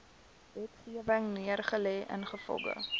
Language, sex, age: Afrikaans, female, 19